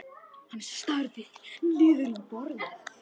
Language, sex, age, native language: Icelandic, female, 10, Icelandic